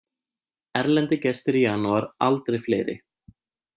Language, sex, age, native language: Icelandic, male, 20-29, Icelandic